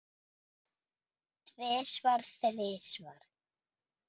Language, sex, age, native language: Icelandic, female, 5, Icelandic